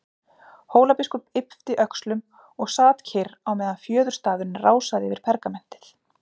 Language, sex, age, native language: Icelandic, female, 40-49, Icelandic